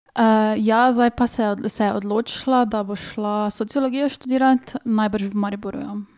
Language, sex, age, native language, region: Slovenian, female, 18-29, Slovenian, Drava region